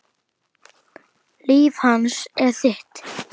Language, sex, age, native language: Icelandic, female, 10, Icelandic